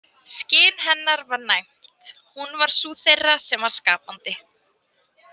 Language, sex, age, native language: Icelandic, female, 18-19, Icelandic